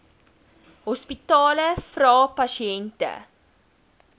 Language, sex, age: Afrikaans, female, 19